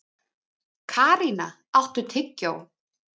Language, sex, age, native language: Icelandic, female, 30-39, Icelandic